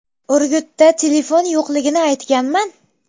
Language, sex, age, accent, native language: Uzbek, female, 12-17, Jizzax, Uzbek